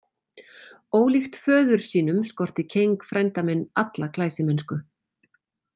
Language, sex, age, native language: Icelandic, female, 40-49, Icelandic